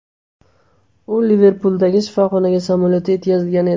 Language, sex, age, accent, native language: Uzbek, male, 18-24, Namangan, Uzbek